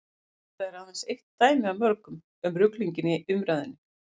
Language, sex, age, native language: Icelandic, female, 50-59, Icelandic